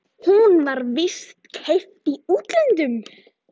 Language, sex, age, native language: Icelandic, female, 13, Icelandic